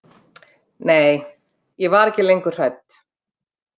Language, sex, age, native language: Icelandic, female, 50-59, Icelandic